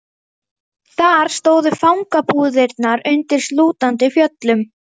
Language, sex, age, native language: Icelandic, female, 11, Icelandic